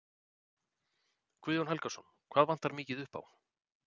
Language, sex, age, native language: Icelandic, male, 40-49, Icelandic